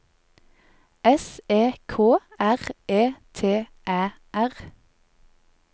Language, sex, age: Norwegian, female, 20